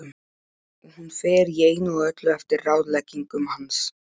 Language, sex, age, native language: Icelandic, male, 12, Polish